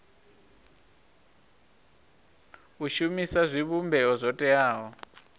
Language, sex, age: Venda, male, 23